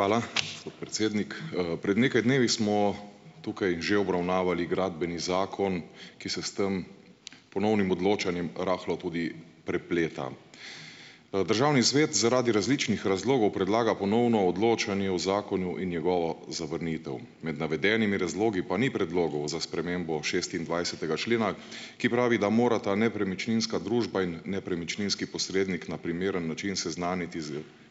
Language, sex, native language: Slovenian, male, Slovenian